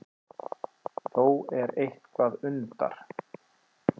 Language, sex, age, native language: Icelandic, male, 30-39, Icelandic